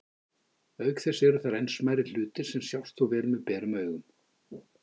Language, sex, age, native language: Icelandic, male, 50-59, Icelandic